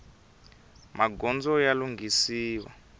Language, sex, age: Tsonga, male, 23